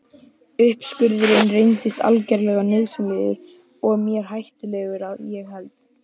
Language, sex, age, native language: Icelandic, male, 11, Icelandic